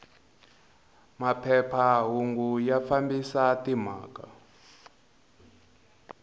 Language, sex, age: Tsonga, male, 22